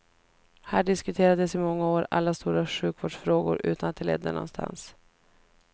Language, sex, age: Swedish, female, 33